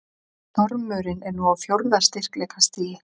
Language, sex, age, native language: Icelandic, male, 40-49, Icelandic